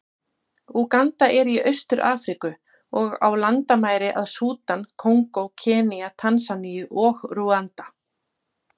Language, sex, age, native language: Icelandic, female, 40-49, Icelandic